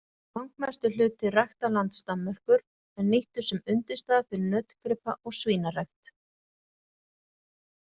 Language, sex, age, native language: Icelandic, female, 40-49, Icelandic